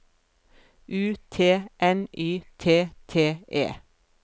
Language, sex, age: Norwegian, female, 42